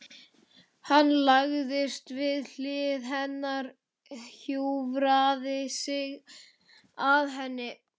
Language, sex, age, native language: Icelandic, male, 12, Icelandic